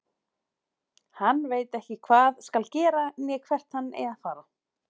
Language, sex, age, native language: Icelandic, female, 40-49, Icelandic